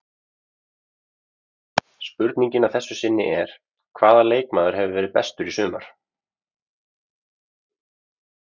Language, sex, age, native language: Icelandic, male, 30-39, Icelandic